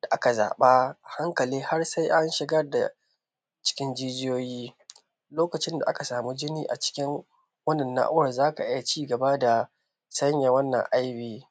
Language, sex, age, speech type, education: Hausa, male, 15-29, spontaneous, tertiary